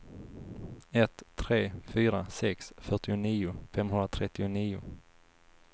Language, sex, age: Swedish, male, 19